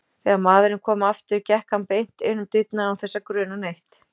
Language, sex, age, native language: Icelandic, female, 40-49, Icelandic